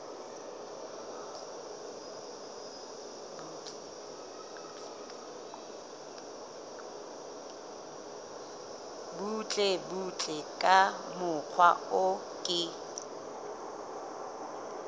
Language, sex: Southern Sotho, female